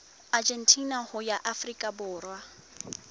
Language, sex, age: Southern Sotho, female, 19